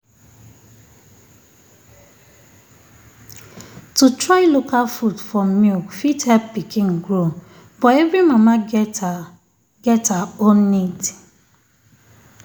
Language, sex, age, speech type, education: Nigerian Pidgin, female, 30-45, spontaneous, tertiary